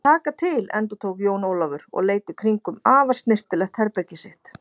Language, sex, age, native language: Icelandic, female, 40-49, Icelandic